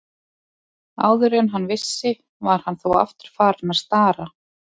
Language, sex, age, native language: Icelandic, female, 20-29, Icelandic